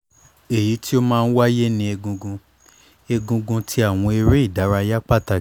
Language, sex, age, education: Yoruba, male, 15-29, tertiary